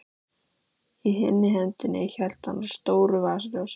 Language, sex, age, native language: Icelandic, female, 13, Icelandic